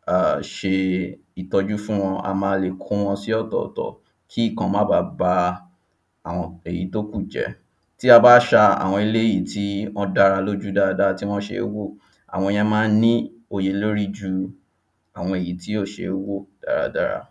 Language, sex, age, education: Yoruba, male, 15-29, tertiary